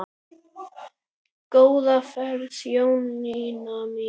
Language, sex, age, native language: Icelandic, male, 9, Icelandic